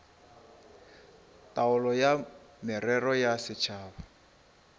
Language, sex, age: Northern Sotho, female, 26